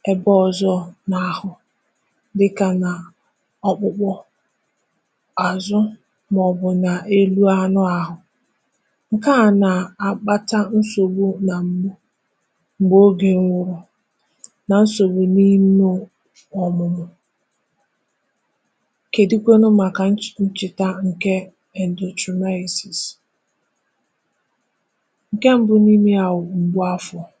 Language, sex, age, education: Igbo, female, 15-29, tertiary